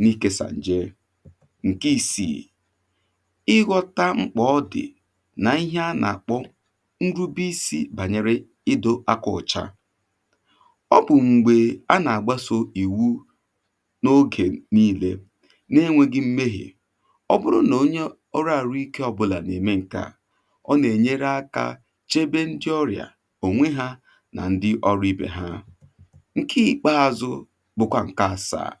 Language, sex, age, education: Igbo, male, 30-45, tertiary